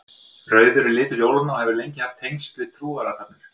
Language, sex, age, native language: Icelandic, male, 50-59, Icelandic